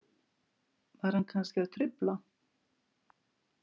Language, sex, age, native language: Icelandic, female, 50-59, Icelandic